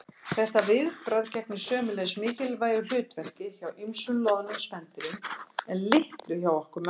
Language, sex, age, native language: Icelandic, female, 60-69, Icelandic